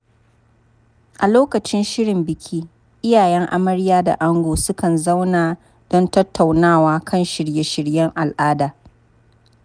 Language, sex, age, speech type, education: Hausa, female, 30-45, spontaneous, tertiary